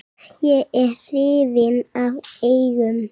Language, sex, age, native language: Icelandic, female, 7, Icelandic